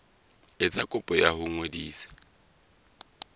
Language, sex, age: Southern Sotho, male, 20